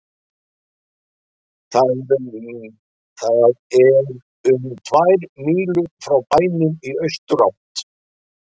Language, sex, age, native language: Icelandic, male, 60-69, Icelandic